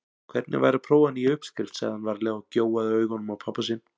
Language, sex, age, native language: Icelandic, male, 40-49, Icelandic